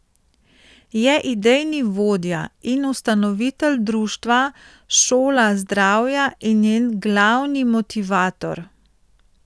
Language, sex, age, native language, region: Slovenian, female, 30-49, Slovenian, Central Slovenia